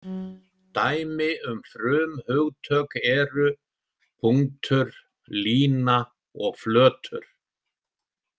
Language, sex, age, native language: Icelandic, male, 70-79, Icelandic